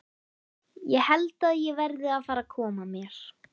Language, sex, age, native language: Icelandic, female, 13, Icelandic